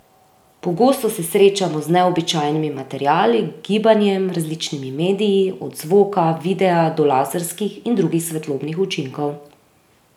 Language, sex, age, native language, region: Slovenian, female, 30-49, Slovenian, Drava region